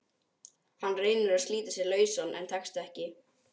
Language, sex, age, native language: Icelandic, male, 12, Icelandic